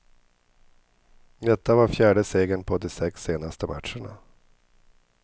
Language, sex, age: Swedish, male, 50